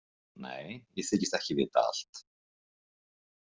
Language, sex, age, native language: Icelandic, male, 50-59, Icelandic